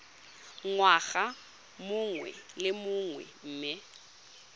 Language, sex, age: Tswana, female, 22